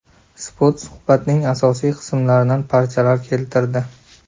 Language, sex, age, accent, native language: Uzbek, male, 25-34, Andijon, Uzbek